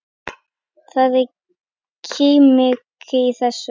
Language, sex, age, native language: Icelandic, female, 9, Icelandic